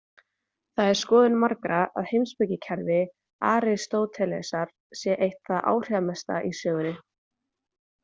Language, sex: Icelandic, female